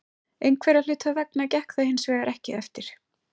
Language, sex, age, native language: Icelandic, female, 20-29, Icelandic